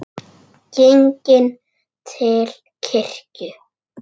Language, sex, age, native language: Icelandic, male, 6, Icelandic